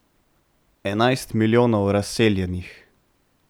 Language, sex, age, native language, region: Slovenian, male, 18-29, Slovenian, Central Slovenia